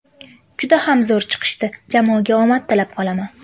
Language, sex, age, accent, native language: Uzbek, female, 18-24, Qashqadaryo, Uzbek